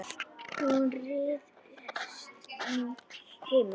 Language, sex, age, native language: Icelandic, female, 10, Icelandic